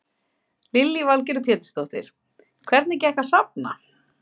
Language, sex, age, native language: Icelandic, female, 50-59, Icelandic